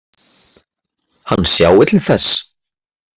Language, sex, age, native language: Icelandic, male, 30-39, Icelandic